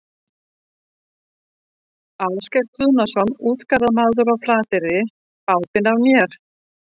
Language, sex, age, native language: Icelandic, female, 50-59, Danish